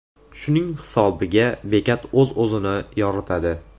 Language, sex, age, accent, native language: Uzbek, male, 18-24, Andijon, Uzbek